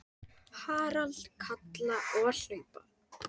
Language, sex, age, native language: Icelandic, female, 10, Icelandic